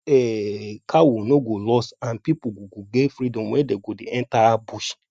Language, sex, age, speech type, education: Nigerian Pidgin, male, 30-45, spontaneous, tertiary